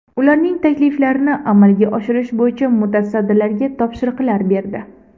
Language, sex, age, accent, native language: Uzbek, female, 18-24, Andijon, Uzbek